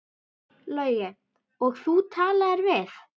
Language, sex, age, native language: Icelandic, female, 10, Icelandic